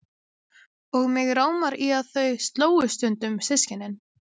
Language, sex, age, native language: Icelandic, female, 20-29, Icelandic